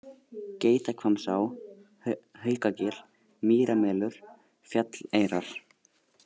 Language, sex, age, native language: Icelandic, male, 18-19, Icelandic